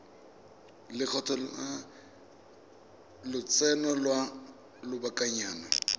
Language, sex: Tswana, male